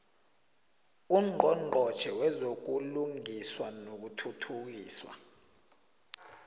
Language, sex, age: South Ndebele, male, 20